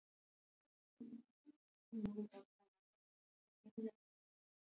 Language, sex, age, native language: Icelandic, female, 18-19, Icelandic